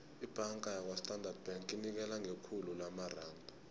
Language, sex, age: South Ndebele, male, 20